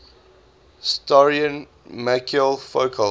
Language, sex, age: English, male, 20